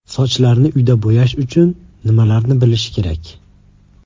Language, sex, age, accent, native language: Uzbek, male, 18-24, Andijon, Uzbek